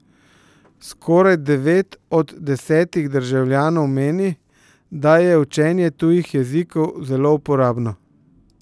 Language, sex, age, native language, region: Slovenian, male, 50-59, Slovenian, Central Slovenia